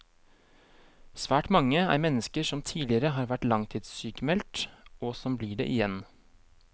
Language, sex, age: Norwegian, male, 23